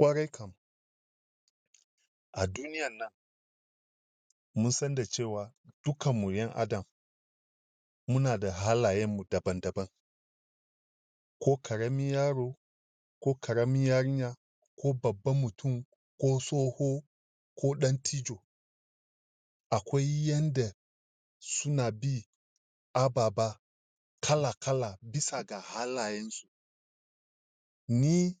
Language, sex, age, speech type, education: Hausa, male, 30-45, spontaneous, tertiary